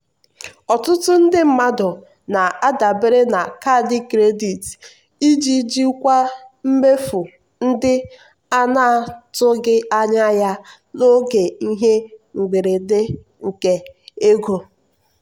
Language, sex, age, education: Igbo, female, 15-29, tertiary